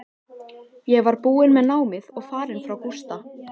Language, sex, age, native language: Icelandic, female, 14, Icelandic